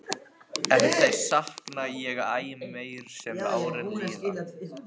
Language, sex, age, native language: Icelandic, male, 15, Icelandic